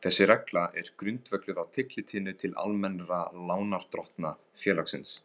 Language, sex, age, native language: Icelandic, male, 15, Icelandic